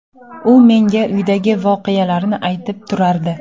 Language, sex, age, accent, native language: Uzbek, female, 18-24, Namangan, Uzbek